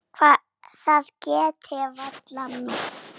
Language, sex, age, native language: Icelandic, female, 6, Icelandic